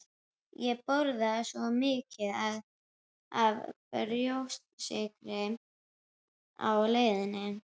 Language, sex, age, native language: Icelandic, female, 12, Icelandic